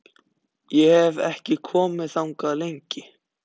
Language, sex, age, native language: Icelandic, other, 14, Icelandic